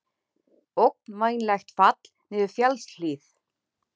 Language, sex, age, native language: Icelandic, female, 30-39, Icelandic